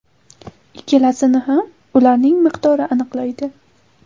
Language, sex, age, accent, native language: Uzbek, female, 18-24, Samarqand, Uzbek